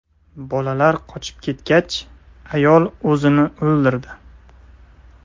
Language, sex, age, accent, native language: Uzbek, male, 18-24, Toshkent viloyati, Uzbek